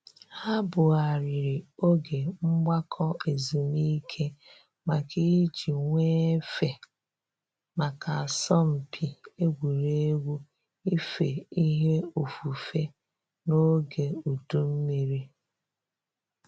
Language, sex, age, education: Igbo, female, 30-45, tertiary